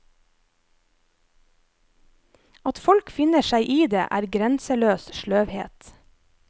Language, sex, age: Norwegian, female, 25